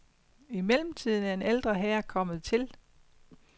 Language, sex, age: Danish, female, 50